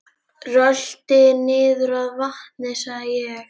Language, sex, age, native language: Icelandic, female, 11, Icelandic